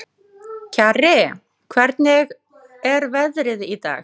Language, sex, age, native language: Icelandic, female, 30-39, Icelandic